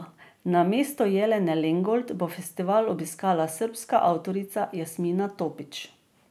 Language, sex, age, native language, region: Slovenian, female, 50-59, Slovenian, Drava region